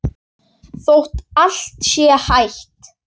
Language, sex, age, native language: Icelandic, male, 8, Icelandic